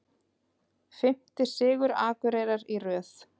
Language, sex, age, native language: Icelandic, female, 30-39, Icelandic